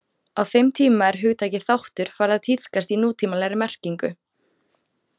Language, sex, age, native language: Icelandic, female, 18-19, Icelandic